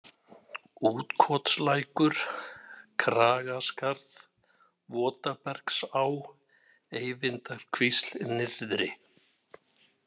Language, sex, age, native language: Icelandic, male, 60-69, Icelandic